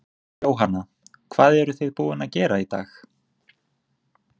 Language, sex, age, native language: Icelandic, male, 20-29, Icelandic